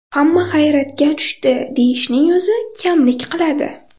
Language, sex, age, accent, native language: Uzbek, female, 12-17, Farg'ona, Uzbek